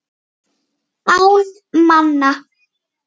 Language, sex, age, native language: Icelandic, male, 8, Icelandic